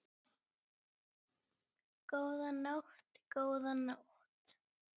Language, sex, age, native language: Icelandic, male, 9, Icelandic